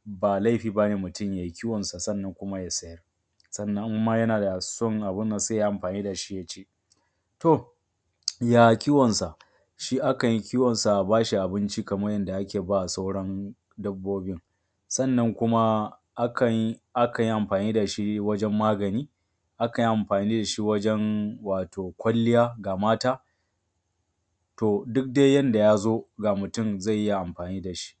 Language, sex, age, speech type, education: Hausa, male, 30-45, spontaneous, tertiary